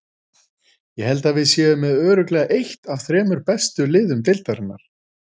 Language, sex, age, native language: Icelandic, male, 40-49, Icelandic